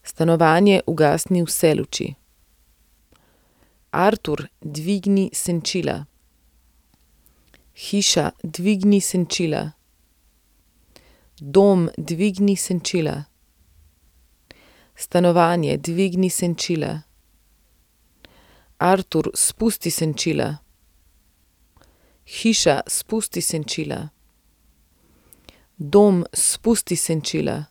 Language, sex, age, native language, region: Slovenian, female, 30-49, Slovenian, Central Slovenia